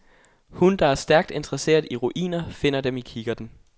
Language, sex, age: Danish, male, 21